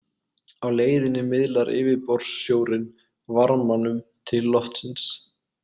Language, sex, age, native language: Icelandic, male, 20-29, Icelandic